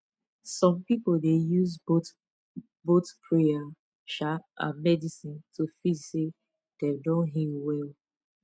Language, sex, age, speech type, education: Nigerian Pidgin, female, 15-29, spontaneous, tertiary